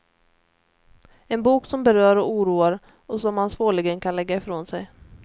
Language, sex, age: Swedish, female, 29